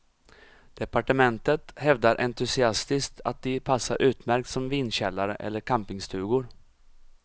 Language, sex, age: Swedish, male, 34